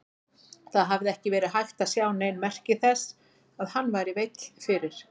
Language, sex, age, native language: Icelandic, female, 40-49, Icelandic